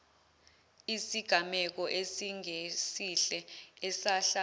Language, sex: Zulu, female